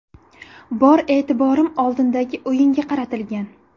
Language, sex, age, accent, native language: Uzbek, female, 18-24, Buxoro, Uzbek